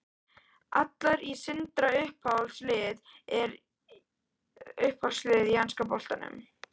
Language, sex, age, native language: Icelandic, female, 13, Icelandic